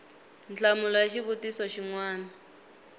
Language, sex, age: Tsonga, female, 19